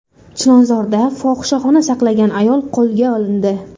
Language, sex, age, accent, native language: Uzbek, female, under 19, Qashqadaryo, Uzbek